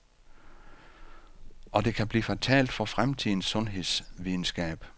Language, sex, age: Danish, male, 48